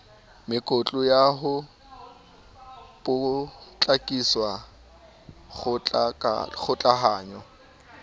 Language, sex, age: Southern Sotho, male, 19